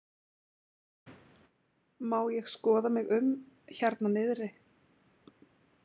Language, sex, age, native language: Icelandic, female, 20-29, Icelandic